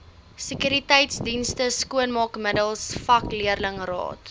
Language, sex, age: Afrikaans, female, 20